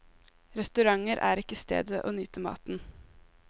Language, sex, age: Norwegian, female, 18